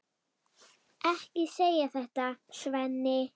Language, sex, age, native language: Icelandic, female, 8, Icelandic